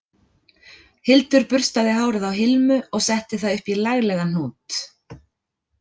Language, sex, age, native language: Icelandic, female, 40-49, Icelandic